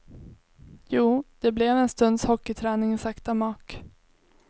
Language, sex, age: Swedish, female, 21